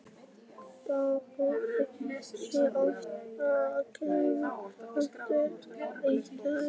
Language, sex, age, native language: Icelandic, male, 11, Icelandic